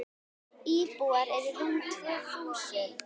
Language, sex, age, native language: Icelandic, female, 10, Icelandic